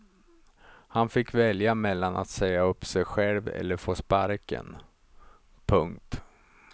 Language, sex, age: Swedish, male, 35